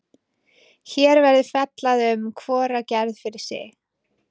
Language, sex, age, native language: Icelandic, female, 20-29, Icelandic